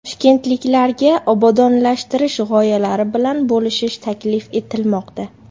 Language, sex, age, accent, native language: Uzbek, female, 18-24, Namangan, Uzbek